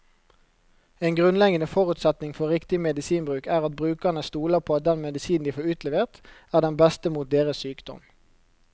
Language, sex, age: Norwegian, male, 29